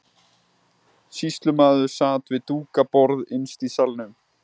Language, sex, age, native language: Icelandic, male, 20-29, Icelandic